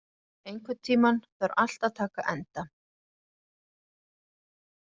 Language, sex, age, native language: Icelandic, female, 40-49, Icelandic